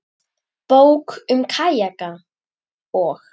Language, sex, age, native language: Icelandic, female, 10, Icelandic